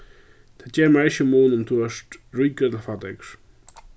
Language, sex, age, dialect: Faroese, male, 36-60, Suðurstreymoy